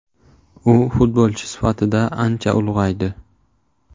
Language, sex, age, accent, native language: Uzbek, male, 18-24, Buxoro, Uzbek